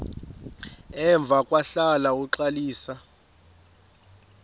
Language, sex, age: Xhosa, female, 28